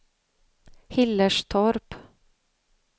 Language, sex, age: Swedish, female, 35